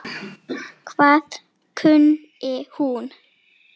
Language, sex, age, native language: Icelandic, female, 7, Icelandic